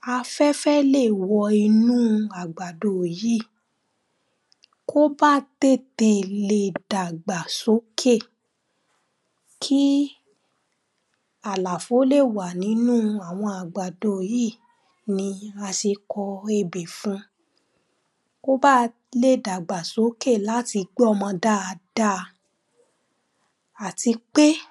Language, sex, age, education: Yoruba, female, 15-29, primary